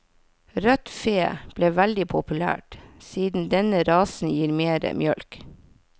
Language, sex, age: Norwegian, female, 40